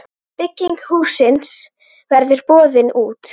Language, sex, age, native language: Icelandic, female, 9, Icelandic